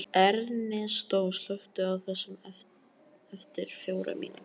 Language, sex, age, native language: Icelandic, male, 14, Icelandic